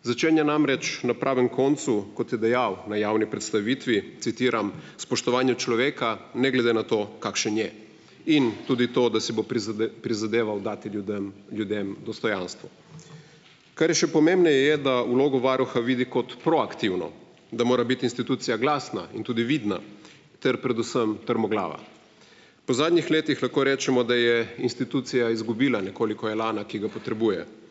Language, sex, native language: Slovenian, male, Slovenian